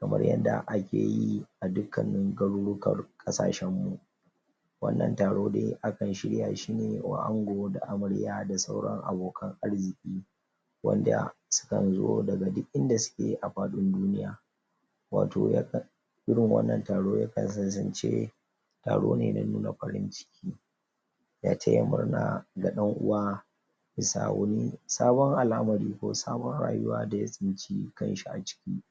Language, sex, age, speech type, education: Hausa, female, 15-29, spontaneous, tertiary